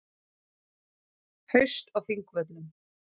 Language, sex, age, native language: Icelandic, female, 40-49, Icelandic